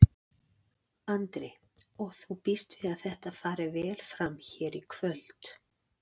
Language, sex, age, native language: Icelandic, female, 40-49, Icelandic